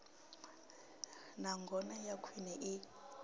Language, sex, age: Venda, female, 26